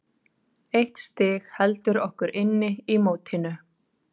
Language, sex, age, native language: Icelandic, female, 30-39, Icelandic